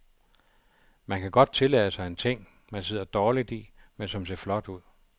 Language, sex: Danish, male